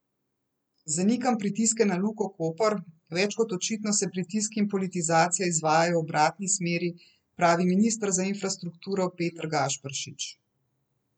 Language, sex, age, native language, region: Slovenian, female, 30-49, Slovenian, Central Slovenia